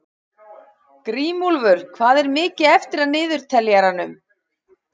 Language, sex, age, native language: Icelandic, female, 40-49, Icelandic